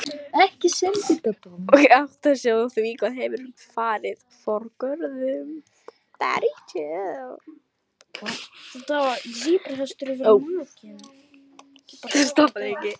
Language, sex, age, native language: Icelandic, female, 18-19, Lithuanian